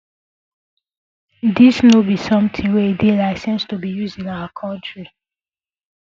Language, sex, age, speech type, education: Nigerian Pidgin, female, 15-29, spontaneous, secondary